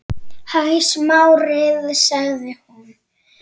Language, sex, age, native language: Icelandic, female, 8, Icelandic